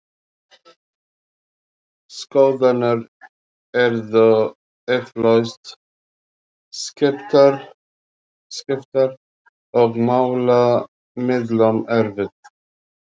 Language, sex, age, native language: Icelandic, male, 40-49, Arabic